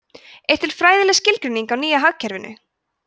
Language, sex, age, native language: Icelandic, female, 20-29, Icelandic